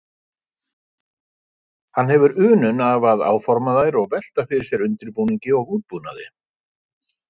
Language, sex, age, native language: Icelandic, male, 50-59, Icelandic